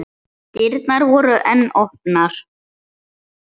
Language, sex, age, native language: Icelandic, male, 8, Icelandic